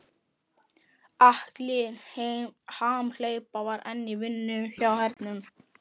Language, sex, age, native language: Icelandic, male, 11, Icelandic